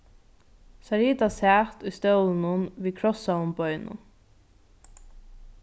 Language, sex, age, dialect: Faroese, female, 15-35, Norðurstreymoy/Eysturoy